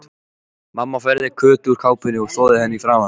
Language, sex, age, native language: Icelandic, male, 14, Icelandic